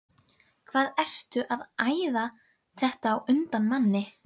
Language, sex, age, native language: Icelandic, female, 12, Icelandic